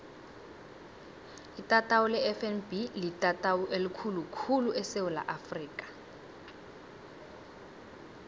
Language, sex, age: South Ndebele, female, 18